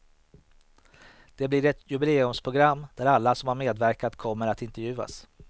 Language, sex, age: Swedish, male, 38